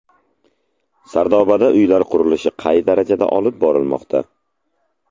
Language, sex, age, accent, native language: Uzbek, male, 25-34, Samarqand, Uzbek